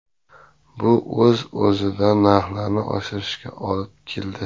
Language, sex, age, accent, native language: Uzbek, male, 25-34, Sirdaryo, Uzbek